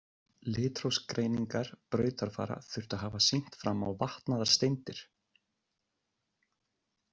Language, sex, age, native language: Icelandic, male, 30-39, Icelandic